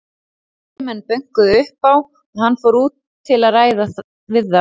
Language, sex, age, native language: Icelandic, female, 30-39, Icelandic